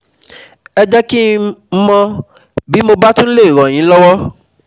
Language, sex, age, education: Yoruba, male, 15-29, tertiary